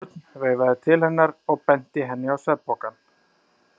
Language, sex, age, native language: Icelandic, male, 30-39, Icelandic